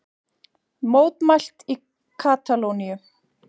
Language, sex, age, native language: Icelandic, female, 40-49, Icelandic